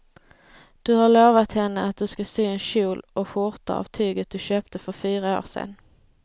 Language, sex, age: Swedish, female, 30